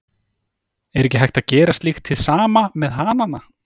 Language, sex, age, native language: Icelandic, male, 30-39, Icelandic